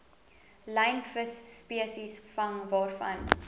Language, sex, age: Afrikaans, female, 22